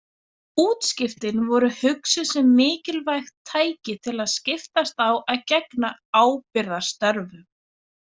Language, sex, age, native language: Icelandic, female, 20-29, Icelandic